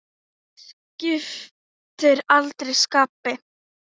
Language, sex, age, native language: Icelandic, female, 10, Icelandic